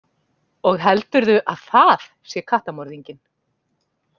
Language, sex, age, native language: Icelandic, female, 40-49, Icelandic